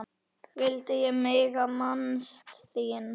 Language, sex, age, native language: Icelandic, male, 9, Icelandic